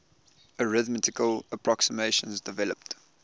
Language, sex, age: English, male, 20